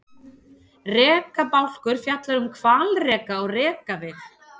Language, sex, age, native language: Icelandic, female, 30-39, Icelandic